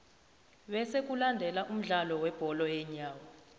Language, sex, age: South Ndebele, female, 29